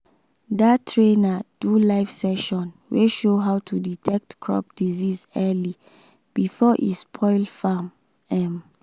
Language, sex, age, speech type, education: Nigerian Pidgin, female, 15-29, spontaneous, secondary